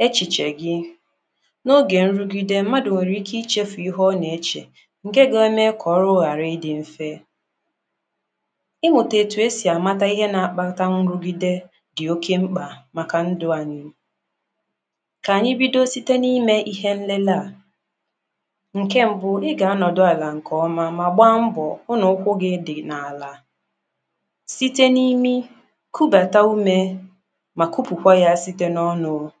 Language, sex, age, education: Igbo, female, 15-29, tertiary